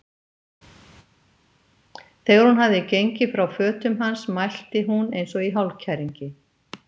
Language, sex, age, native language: Icelandic, female, 50-59, Icelandic